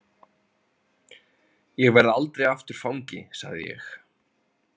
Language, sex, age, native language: Icelandic, male, 30-39, Icelandic